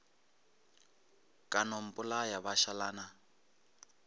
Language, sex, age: Northern Sotho, male, 23